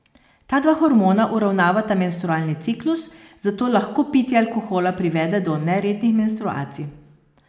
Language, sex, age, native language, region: Slovenian, female, 50-59, Slovenian, Posavska region